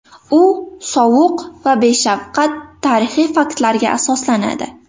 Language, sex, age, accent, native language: Uzbek, female, 18-24, Namangan, Uzbek